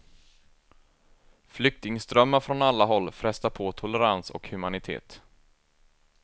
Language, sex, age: Swedish, male, 24